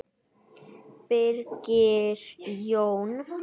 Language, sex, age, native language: Icelandic, male, 9, Icelandic